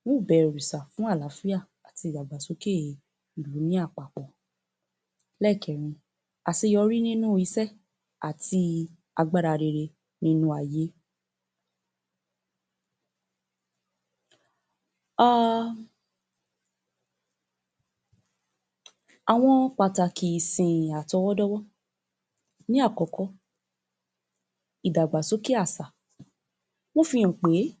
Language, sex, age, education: Yoruba, female, 15-29, tertiary